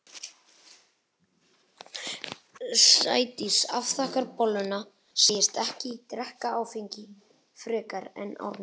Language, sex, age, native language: Icelandic, male, 11, Icelandic